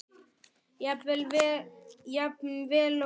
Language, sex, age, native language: Icelandic, male, 9, Icelandic